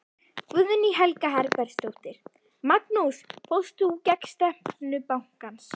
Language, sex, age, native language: Icelandic, female, 11, Icelandic